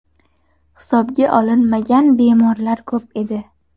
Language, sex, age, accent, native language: Uzbek, female, under 19, Toshkent shahri, Uzbek